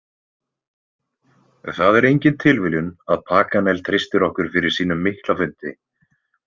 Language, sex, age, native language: Icelandic, male, 20-29, Icelandic